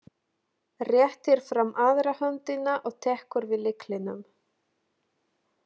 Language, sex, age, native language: Icelandic, female, 30-39, Polish